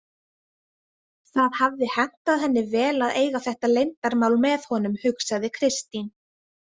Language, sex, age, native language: Icelandic, female, 20-29, Icelandic